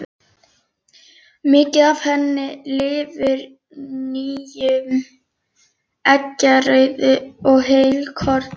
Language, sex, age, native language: Icelandic, female, 11, Icelandic